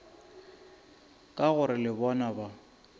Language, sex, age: Northern Sotho, female, 26